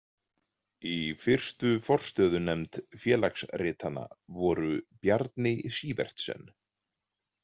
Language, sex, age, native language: Icelandic, male, 40-49, Icelandic